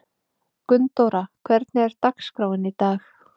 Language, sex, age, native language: Icelandic, female, 30-39, Icelandic